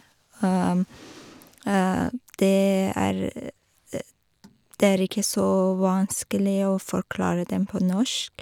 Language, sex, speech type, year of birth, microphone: Norwegian, female, spontaneous, 1985, Shure